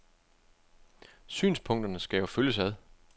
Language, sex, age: Danish, male, 25